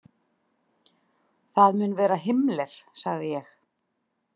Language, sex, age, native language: Icelandic, female, 30-39, Icelandic